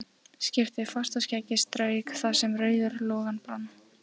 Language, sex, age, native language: Icelandic, female, 14, Icelandic